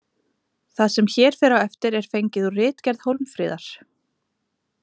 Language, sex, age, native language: Icelandic, female, 20-29, Icelandic